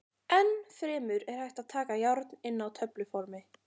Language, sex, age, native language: Icelandic, female, 40-49, Icelandic